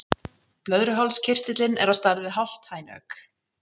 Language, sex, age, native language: Icelandic, female, 40-49, Icelandic